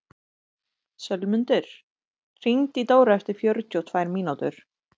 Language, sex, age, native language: Icelandic, female, 30-39, Icelandic